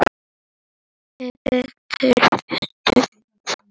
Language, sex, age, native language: Icelandic, female, 8, Icelandic